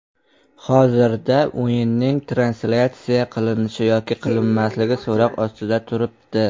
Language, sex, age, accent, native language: Uzbek, male, under 19, Qashqadaryo, Uzbek